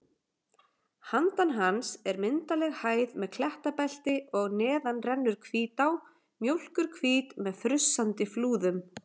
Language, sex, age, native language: Icelandic, female, 40-49, Icelandic